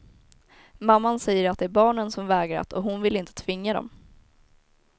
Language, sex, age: Swedish, female, 19